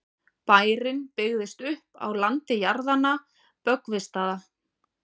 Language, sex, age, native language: Icelandic, female, 40-49, Icelandic